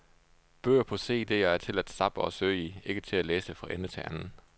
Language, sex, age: Danish, male, 29